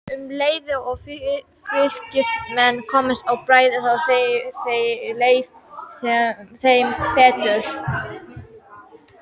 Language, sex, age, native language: Icelandic, female, 18-19, Icelandic